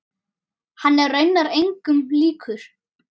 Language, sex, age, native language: Icelandic, male, 9, Icelandic